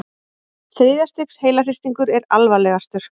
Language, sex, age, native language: Icelandic, female, 40-49, Icelandic